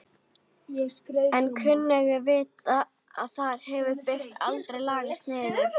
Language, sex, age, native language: Icelandic, female, 30-39, Icelandic